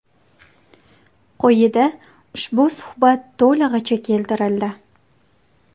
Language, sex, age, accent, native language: Uzbek, female, 18-24, Qashqadaryo, Uzbek